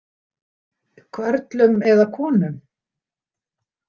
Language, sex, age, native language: Icelandic, female, 60-69, Icelandic